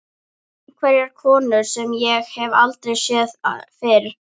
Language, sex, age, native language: Icelandic, female, 11, Icelandic